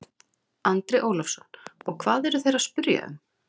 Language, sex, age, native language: Icelandic, female, 30-39, Icelandic